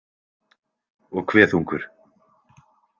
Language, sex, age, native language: Icelandic, male, 20-29, Icelandic